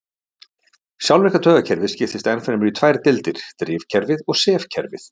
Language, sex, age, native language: Icelandic, male, 50-59, Icelandic